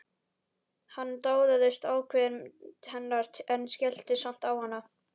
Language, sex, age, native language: Icelandic, male, 11, Icelandic